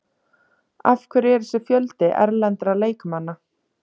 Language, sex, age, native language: Icelandic, female, 30-39, Icelandic